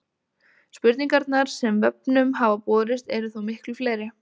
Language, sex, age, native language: Icelandic, female, 20-29, Icelandic